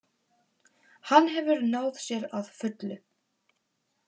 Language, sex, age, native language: Icelandic, female, 18-19, Polish